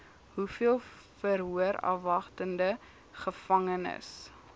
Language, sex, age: Afrikaans, female, 21